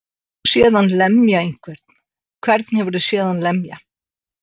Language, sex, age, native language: Icelandic, female, 60-69, Icelandic